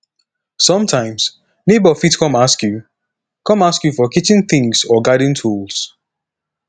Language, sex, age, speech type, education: Nigerian Pidgin, male, 15-29, spontaneous, tertiary